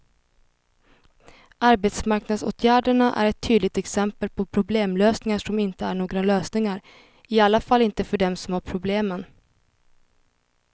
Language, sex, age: Swedish, female, 21